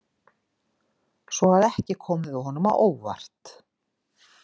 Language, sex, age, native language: Icelandic, female, 50-59, Icelandic